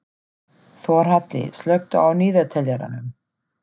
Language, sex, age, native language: Icelandic, female, 40-49, German